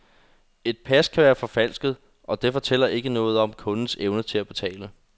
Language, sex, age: Danish, male, 21